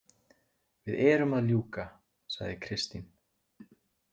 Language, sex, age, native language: Icelandic, male, 20-29, Icelandic